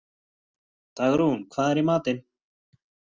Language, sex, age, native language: Icelandic, male, 30-39, Icelandic